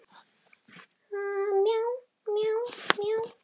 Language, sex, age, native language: Icelandic, male, 12, Icelandic